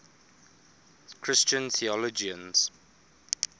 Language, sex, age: English, male, 24